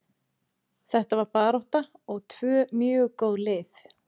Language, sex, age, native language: Icelandic, female, 30-39, Icelandic